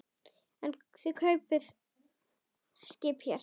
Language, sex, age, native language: Icelandic, female, 10, Icelandic